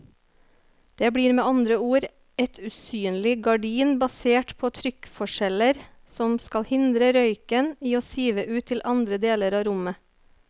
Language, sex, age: Norwegian, female, 30